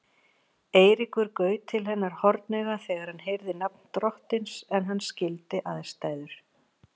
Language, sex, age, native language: Icelandic, female, 40-49, Icelandic